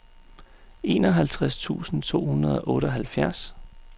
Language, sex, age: Danish, male, 35